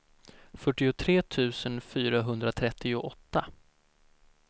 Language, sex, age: Swedish, male, 17